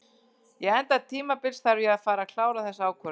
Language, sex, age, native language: Icelandic, female, 40-49, Icelandic